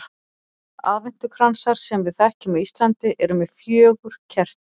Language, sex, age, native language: Icelandic, female, 40-49, Icelandic